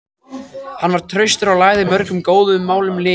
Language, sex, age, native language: Icelandic, male, 14, Icelandic